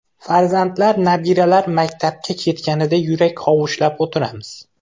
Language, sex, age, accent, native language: Uzbek, male, 25-34, Xorazm, Uzbek